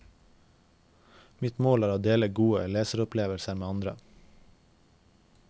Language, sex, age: Norwegian, male, 21